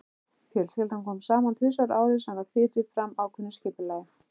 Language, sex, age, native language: Icelandic, male, 11, Icelandic